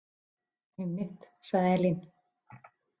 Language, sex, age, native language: Icelandic, female, 40-49, Icelandic